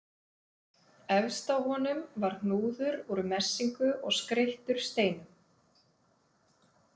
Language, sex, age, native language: Icelandic, female, 30-39, Icelandic